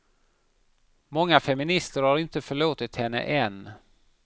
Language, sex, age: Swedish, male, 50